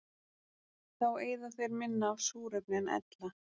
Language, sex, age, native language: Icelandic, female, 30-39, Icelandic